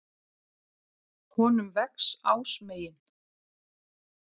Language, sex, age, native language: Icelandic, female, 40-49, Icelandic